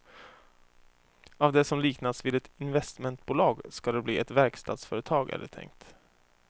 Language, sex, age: Swedish, male, 24